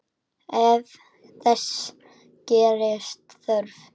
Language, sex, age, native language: Icelandic, male, 10, Icelandic